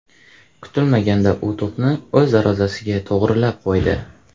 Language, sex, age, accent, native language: Uzbek, male, 18-24, Farg'ona, Uzbek